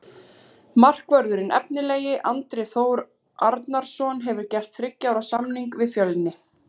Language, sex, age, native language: Icelandic, female, 30-39, Icelandic